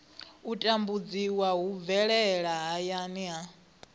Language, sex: Venda, female